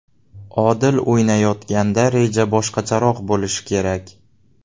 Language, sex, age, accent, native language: Uzbek, male, 18-24, Navoiy, Uzbek